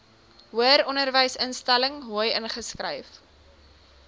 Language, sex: Afrikaans, female